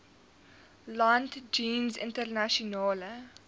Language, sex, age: Afrikaans, female, 19